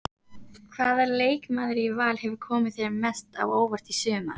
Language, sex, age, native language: Icelandic, female, 18-19, Icelandic